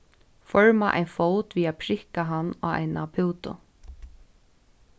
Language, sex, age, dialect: Faroese, female, 15-35, Suðurstreymoy